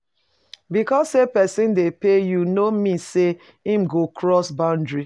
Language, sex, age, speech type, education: Nigerian Pidgin, female, 30-45, spontaneous, tertiary